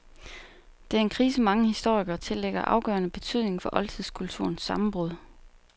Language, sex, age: Danish, female, 29